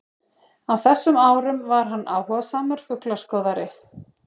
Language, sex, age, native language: Icelandic, female, 30-39, Icelandic